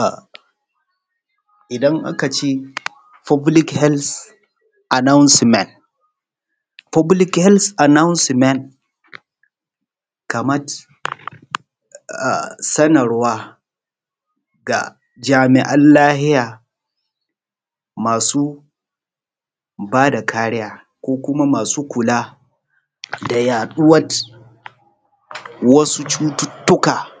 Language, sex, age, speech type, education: Hausa, male, 30-45, spontaneous, tertiary